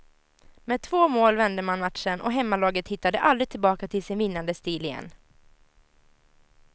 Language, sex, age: Swedish, female, 17